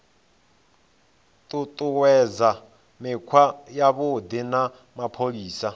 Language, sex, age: Venda, male, 26